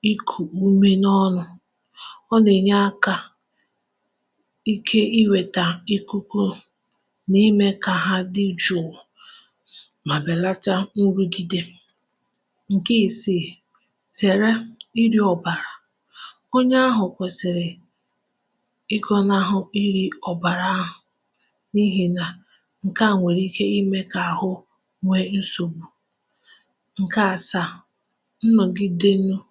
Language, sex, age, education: Igbo, female, 15-29, tertiary